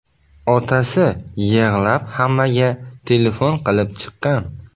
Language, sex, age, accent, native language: Uzbek, male, 18-24, Buxoro, Uzbek